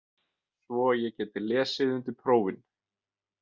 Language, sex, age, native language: Icelandic, male, 20-29, Icelandic